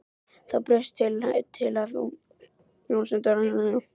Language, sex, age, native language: Icelandic, female, 12, Icelandic